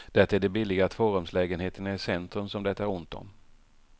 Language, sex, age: Swedish, male, 48